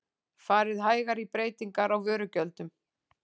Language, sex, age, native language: Icelandic, female, 40-49, Icelandic